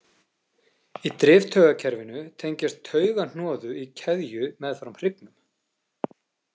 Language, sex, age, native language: Icelandic, male, 40-49, Icelandic